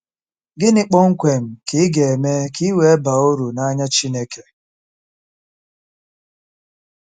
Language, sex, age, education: Igbo, male, 30-45, tertiary